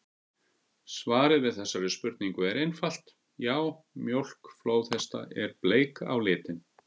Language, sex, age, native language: Icelandic, male, 50-59, Icelandic